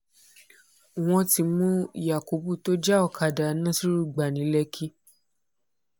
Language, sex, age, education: Yoruba, female, 15-29, tertiary